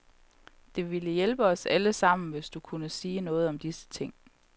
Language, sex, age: Danish, female, 31